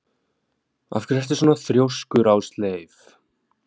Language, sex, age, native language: Icelandic, male, 20-29, Icelandic